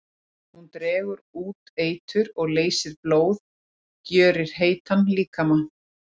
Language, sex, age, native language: Icelandic, female, 40-49, Icelandic